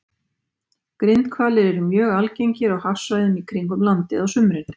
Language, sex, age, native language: Icelandic, female, 50-59, Icelandic